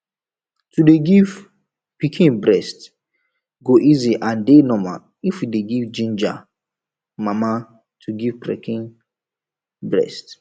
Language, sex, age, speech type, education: Nigerian Pidgin, male, 15-29, spontaneous, tertiary